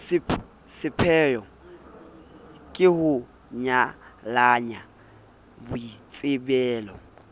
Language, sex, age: Southern Sotho, male, 23